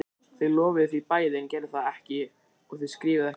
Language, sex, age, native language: Icelandic, male, 20-29, Icelandic